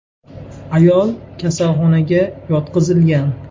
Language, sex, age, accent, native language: Uzbek, male, 19-29, Farg'ona, Uzbek